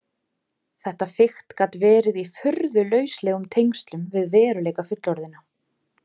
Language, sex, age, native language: Icelandic, female, 30-39, Icelandic